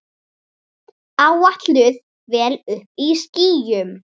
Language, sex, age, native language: Icelandic, female, 7, Icelandic